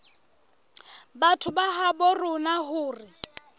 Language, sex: Southern Sotho, female